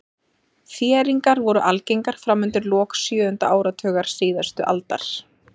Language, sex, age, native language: Icelandic, female, 30-39, Icelandic